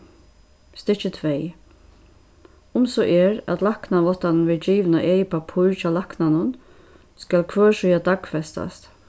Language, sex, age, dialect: Faroese, female, 36-60, Suðurstreymoy